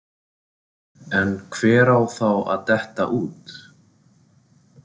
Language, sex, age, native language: Icelandic, male, 40-49, Icelandic